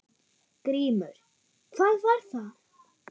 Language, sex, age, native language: Icelandic, female, 9, German